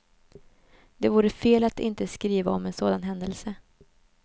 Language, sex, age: Swedish, female, 24